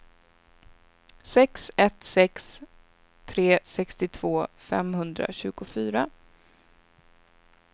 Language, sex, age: Swedish, female, 26